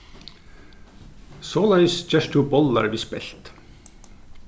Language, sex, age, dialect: Faroese, male, 36-60, Norðurstreymoy/Eysturoy